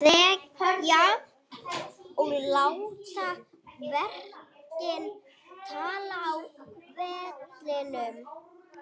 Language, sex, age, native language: Icelandic, other, 40-49, Icelandic